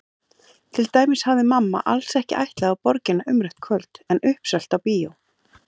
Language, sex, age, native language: Icelandic, female, 40-49, Icelandic